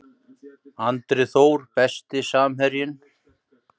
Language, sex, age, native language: Icelandic, male, 50-59, Icelandic